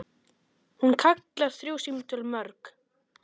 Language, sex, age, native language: Icelandic, male, 10, Icelandic